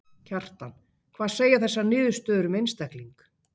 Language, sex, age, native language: Icelandic, female, 50-59, Icelandic